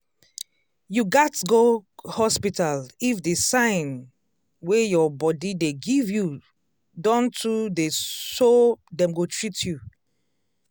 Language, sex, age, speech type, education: Nigerian Pidgin, female, 30-45, spontaneous, tertiary